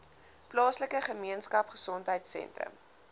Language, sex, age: Afrikaans, female, 19